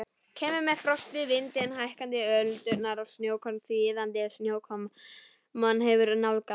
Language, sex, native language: Icelandic, female, Icelandic